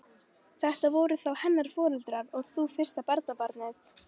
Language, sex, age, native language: Icelandic, female, 13, Icelandic